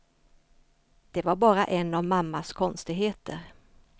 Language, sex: Swedish, female